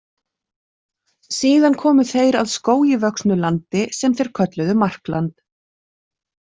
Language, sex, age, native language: Icelandic, female, 40-49, Icelandic